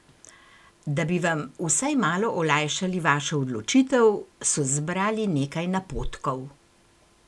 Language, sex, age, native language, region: Slovenian, female, 60+, Slovenian, Gorenjska region